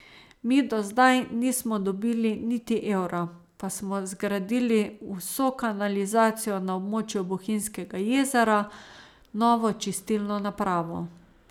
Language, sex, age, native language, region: Slovenian, female, 30-49, Slovenian, Savinja region